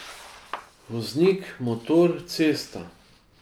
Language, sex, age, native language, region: Slovenian, male, 50-59, Slovenian, Drava region